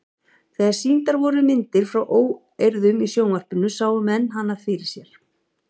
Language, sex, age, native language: Icelandic, female, 50-59, Icelandic